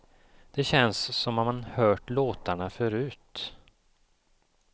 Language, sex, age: Swedish, male, 54